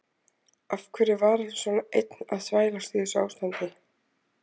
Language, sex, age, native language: Icelandic, female, 20-29, Icelandic